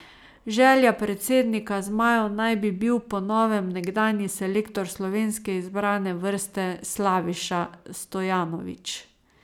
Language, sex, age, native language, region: Slovenian, female, 30-49, Slovenian, Savinja region